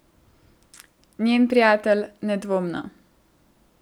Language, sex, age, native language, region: Slovenian, female, 18-29, Slovenian, Central Slovenia